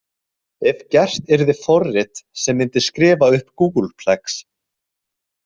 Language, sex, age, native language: Icelandic, male, 20-29, Icelandic